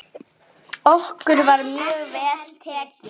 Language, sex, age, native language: Icelandic, female, 8, Icelandic